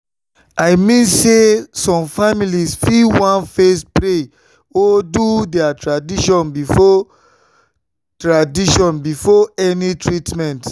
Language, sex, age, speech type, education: Nigerian Pidgin, male, 30-45, spontaneous, tertiary